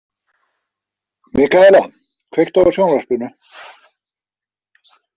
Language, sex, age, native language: Icelandic, male, 50-59, Icelandic